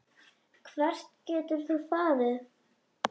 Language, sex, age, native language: Icelandic, other, 10, Icelandic